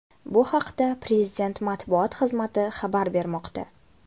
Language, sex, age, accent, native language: Uzbek, female, 18-24, Toshkent viloyati, Uzbek